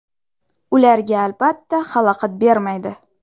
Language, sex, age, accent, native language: Uzbek, female, 12-17, Xorazm, Uzbek